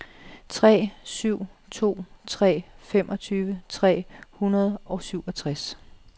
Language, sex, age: Danish, female, 37